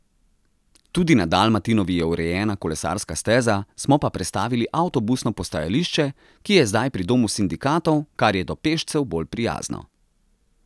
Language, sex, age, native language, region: Slovenian, male, 30-49, Slovenian, Central Slovenia